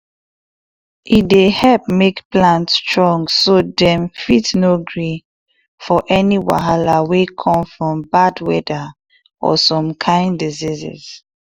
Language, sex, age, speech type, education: Nigerian Pidgin, female, 15-29, spontaneous, tertiary